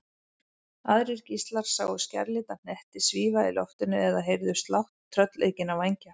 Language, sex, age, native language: Icelandic, female, 40-49, Icelandic